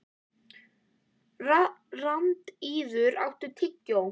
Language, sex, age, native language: Icelandic, female, 11, Icelandic